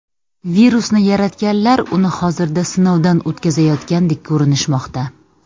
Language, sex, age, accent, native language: Uzbek, female, 30-39, Samarqand, Uzbek